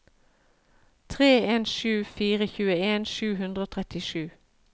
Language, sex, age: Norwegian, female, 53